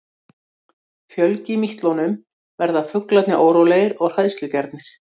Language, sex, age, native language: Icelandic, female, 60-69, Icelandic